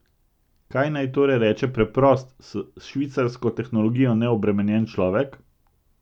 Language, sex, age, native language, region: Slovenian, male, 50-59, Slovenian, Central Slovenia